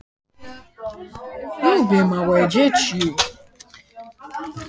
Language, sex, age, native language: Icelandic, male, 12, Icelandic